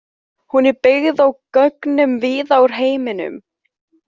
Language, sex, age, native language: Icelandic, female, 15, Icelandic